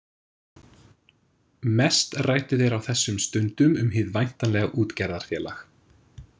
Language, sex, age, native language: Icelandic, male, 20-29, English